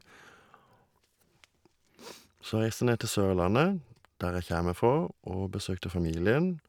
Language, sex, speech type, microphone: Norwegian, male, spontaneous, Shure